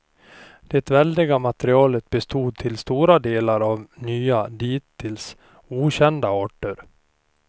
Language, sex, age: Swedish, male, 38